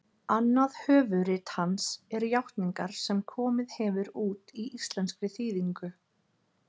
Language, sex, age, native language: Icelandic, female, 30-39, Icelandic